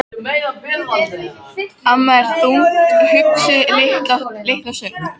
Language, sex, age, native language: Icelandic, female, 13, Icelandic